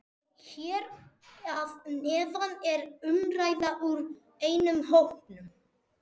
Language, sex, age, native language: Icelandic, male, 40-49, Spanish